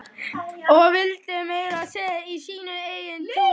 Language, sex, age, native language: Icelandic, male, 11, Icelandic